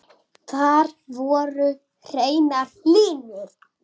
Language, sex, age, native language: Icelandic, male, 6, Icelandic